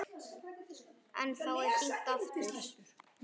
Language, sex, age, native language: Icelandic, male, 10, Icelandic